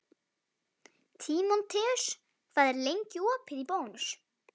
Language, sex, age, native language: Icelandic, female, 11, Icelandic